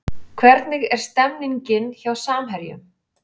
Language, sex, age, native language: Icelandic, female, 40-49, Icelandic